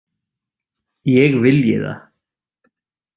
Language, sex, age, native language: Icelandic, male, 30-39, Icelandic